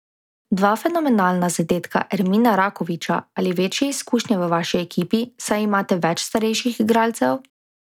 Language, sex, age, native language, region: Slovenian, female, 18-29, Slovenian, Drava region